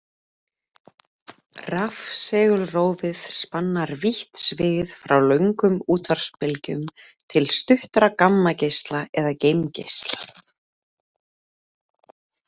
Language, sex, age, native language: Icelandic, female, 30-39, Icelandic